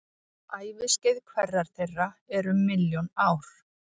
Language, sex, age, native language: Icelandic, female, 40-49, Icelandic